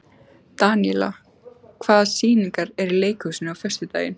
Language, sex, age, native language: Icelandic, female, 14, Icelandic